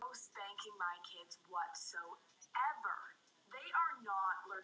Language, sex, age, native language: Icelandic, female, 9, Icelandic